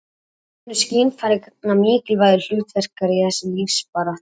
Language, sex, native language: Icelandic, male, Icelandic